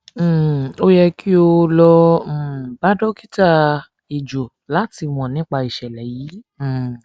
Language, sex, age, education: Yoruba, female, 15-29, tertiary